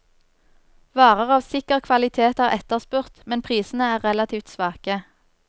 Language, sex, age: Norwegian, female, 24